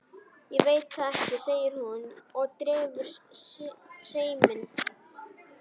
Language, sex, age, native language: Icelandic, male, 11, Icelandic